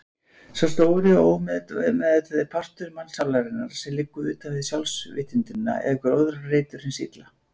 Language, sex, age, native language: Icelandic, male, 40-49, Icelandic